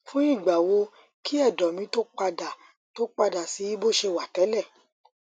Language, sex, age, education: Yoruba, female, 30-45, tertiary